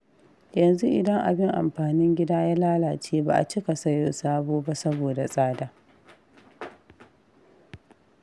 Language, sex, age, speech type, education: Hausa, female, 15-29, read, tertiary